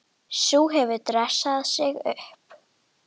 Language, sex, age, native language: Icelandic, female, 10, Icelandic